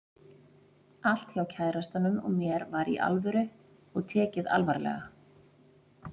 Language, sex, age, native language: Icelandic, female, 40-49, Icelandic